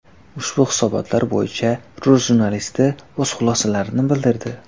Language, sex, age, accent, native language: Uzbek, male, under 19, Xorazm, Uzbek